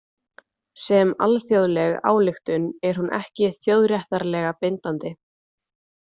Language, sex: Icelandic, female